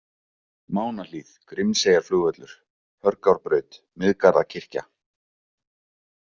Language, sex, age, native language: Icelandic, male, 20-29, Icelandic